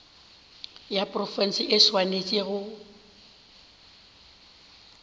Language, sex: Northern Sotho, female